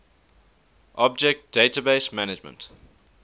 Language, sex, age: English, male, 19